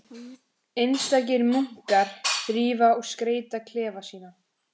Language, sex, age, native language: Icelandic, female, 14, Icelandic